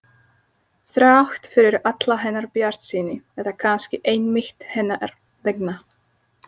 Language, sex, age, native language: Icelandic, female, 30-39, Slovak